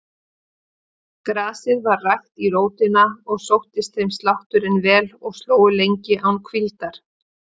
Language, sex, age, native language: Icelandic, female, 50-59, Icelandic